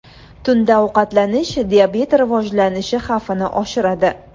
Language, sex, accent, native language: Uzbek, female, Andijon, Uzbek